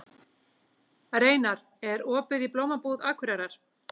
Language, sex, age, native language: Icelandic, female, 18-19, Icelandic